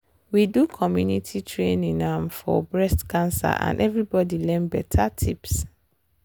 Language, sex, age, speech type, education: Nigerian Pidgin, female, 30-45, spontaneous, tertiary